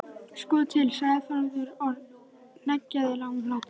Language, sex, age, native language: Icelandic, male, 11, Icelandic